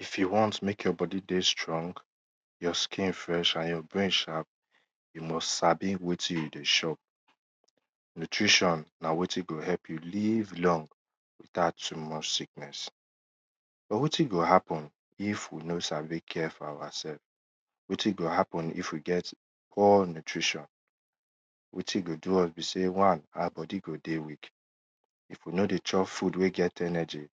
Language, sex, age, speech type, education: Nigerian Pidgin, male, 15-29, spontaneous, tertiary